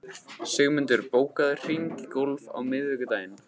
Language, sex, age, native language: Icelandic, male, 15, Icelandic